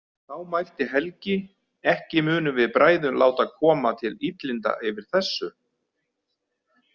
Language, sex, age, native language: Icelandic, male, 50-59, Icelandic